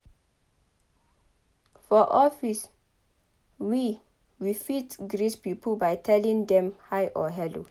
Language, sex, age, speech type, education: Nigerian Pidgin, female, 15-29, read, tertiary